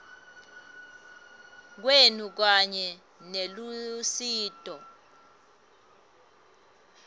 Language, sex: Swati, female